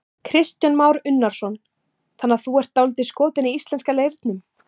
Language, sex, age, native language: Icelandic, female, 18-19, Icelandic